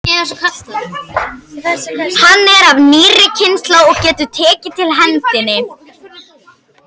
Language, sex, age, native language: Icelandic, female, 50-59, Icelandic